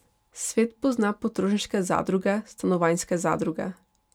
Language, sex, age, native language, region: Slovenian, female, 18-29, Slovenian, Pomurje region